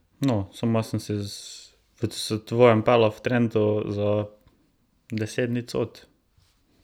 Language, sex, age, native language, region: Slovenian, male, 18-29, Slovenian, Drava region